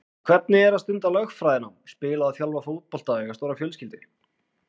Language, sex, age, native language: Icelandic, male, 20-29, Icelandic